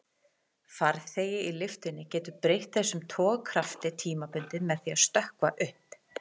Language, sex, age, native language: Icelandic, female, 40-49, Icelandic